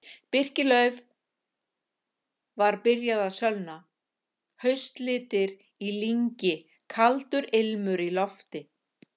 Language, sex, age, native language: Icelandic, female, 50-59, Icelandic